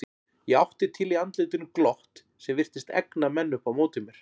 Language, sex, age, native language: Icelandic, male, 40-49, Icelandic